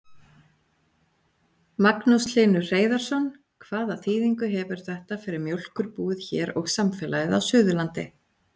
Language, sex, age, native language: Icelandic, female, 40-49, Icelandic